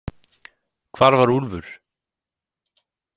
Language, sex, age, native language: Icelandic, male, 18-19, Icelandic